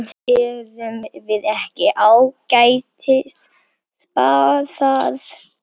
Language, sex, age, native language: Icelandic, female, 9, Icelandic